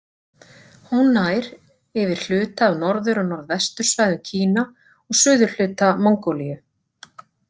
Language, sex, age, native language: Icelandic, female, 40-49, Icelandic